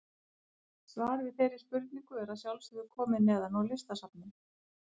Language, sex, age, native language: Icelandic, female, 50-59, Icelandic